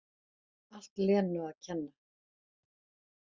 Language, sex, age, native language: Icelandic, female, 40-49, Icelandic